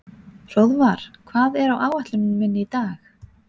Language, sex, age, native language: Icelandic, female, 40-49, Icelandic